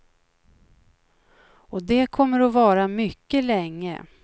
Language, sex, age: Swedish, female, 56